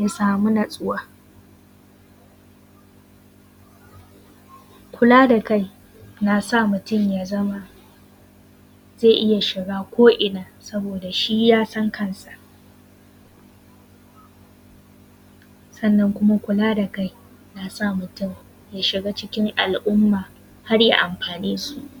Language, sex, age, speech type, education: Hausa, female, 15-29, spontaneous, tertiary